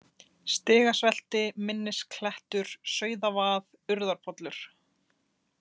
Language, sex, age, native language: Icelandic, female, 30-39, Icelandic